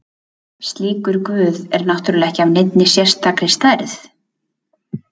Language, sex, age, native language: Icelandic, female, 20-29, Icelandic